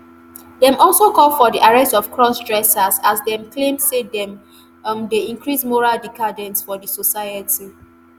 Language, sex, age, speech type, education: Nigerian Pidgin, female, 15-29, spontaneous, tertiary